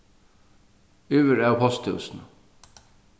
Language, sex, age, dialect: Faroese, male, 36-60, Sandoy